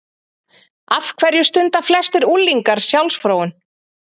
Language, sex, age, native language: Icelandic, female, 30-39, Icelandic